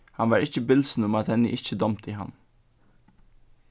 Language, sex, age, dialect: Faroese, male, 15-35, Suðurstreymoy